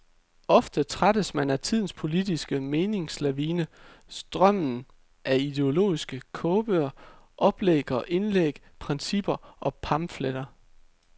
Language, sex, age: Danish, male, 33